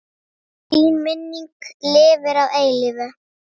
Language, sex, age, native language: Icelandic, female, 7, Icelandic